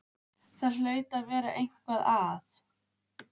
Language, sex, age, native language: Icelandic, female, 15, Icelandic